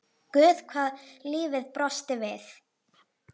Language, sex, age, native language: Icelandic, female, 8, Icelandic